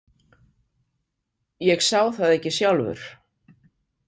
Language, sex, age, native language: Icelandic, female, 50-59, Icelandic